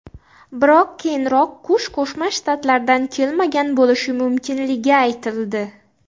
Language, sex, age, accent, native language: Uzbek, female, under 19, Xorazm, Uzbek